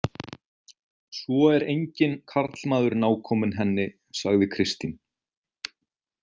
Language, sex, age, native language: Icelandic, male, 30-39, Icelandic